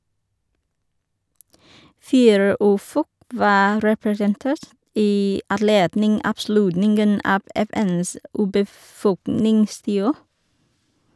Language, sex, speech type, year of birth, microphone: Norwegian, female, read, 1983, Shure